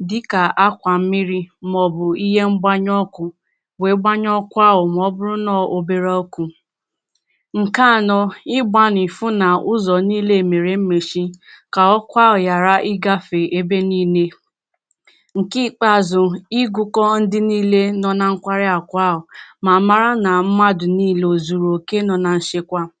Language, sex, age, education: Igbo, female, 15-29, tertiary